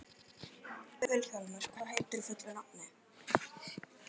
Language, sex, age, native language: Icelandic, male, 12, Icelandic